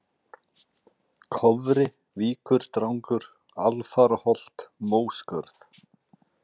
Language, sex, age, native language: Icelandic, male, 40-49, Icelandic